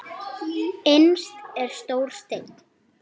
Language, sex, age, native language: Icelandic, female, 8, Icelandic